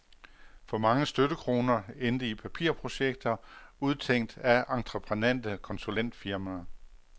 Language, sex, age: Danish, male, 48